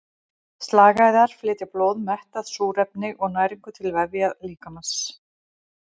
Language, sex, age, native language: Icelandic, female, 40-49, Icelandic